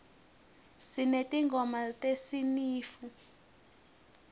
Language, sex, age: Swati, female, 19